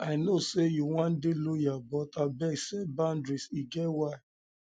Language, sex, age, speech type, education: Nigerian Pidgin, male, 30-45, spontaneous, tertiary